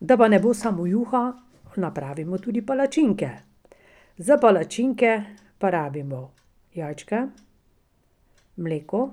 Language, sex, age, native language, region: Slovenian, female, 60+, Slovenian, Pomurje region